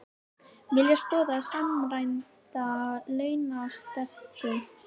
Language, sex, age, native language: Icelandic, female, 18-19, Icelandic